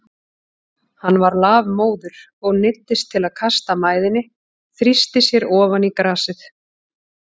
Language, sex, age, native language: Icelandic, female, 40-49, Icelandic